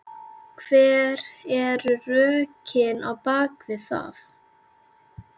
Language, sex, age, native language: Icelandic, female, 11, Icelandic